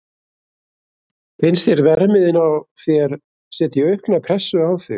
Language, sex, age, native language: Icelandic, male, 60-69, Icelandic